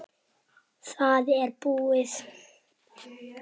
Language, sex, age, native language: Icelandic, male, 7, Icelandic